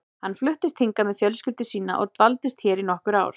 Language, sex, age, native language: Icelandic, female, 40-49, Icelandic